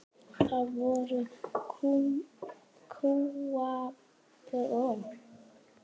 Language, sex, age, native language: Icelandic, male, 10, Icelandic